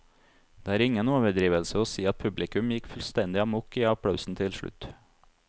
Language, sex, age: Norwegian, male, 30